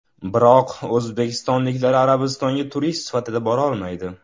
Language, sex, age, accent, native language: Uzbek, male, under 19, Toshkent viloyati, Uzbek